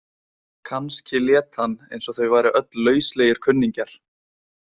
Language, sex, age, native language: Icelandic, male, 20-29, Icelandic